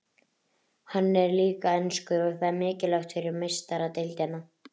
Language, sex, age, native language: Icelandic, female, 30-39, Icelandic